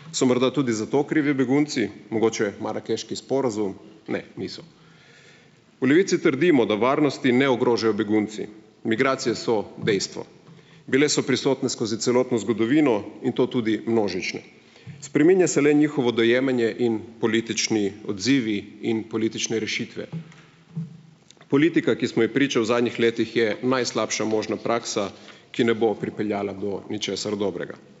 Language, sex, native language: Slovenian, male, Slovenian